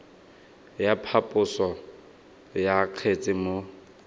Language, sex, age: Tswana, male, 19